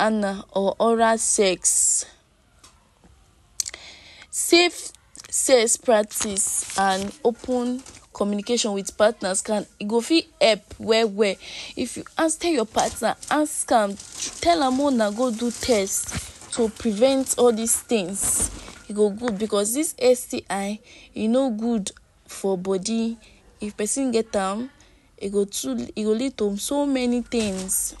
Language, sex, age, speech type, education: Nigerian Pidgin, female, 46-60, spontaneous, tertiary